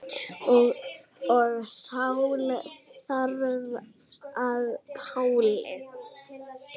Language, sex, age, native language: Icelandic, female, 8, Icelandic